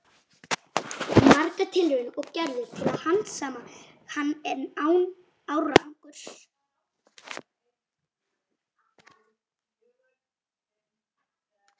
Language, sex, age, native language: Icelandic, female, 40-49, Icelandic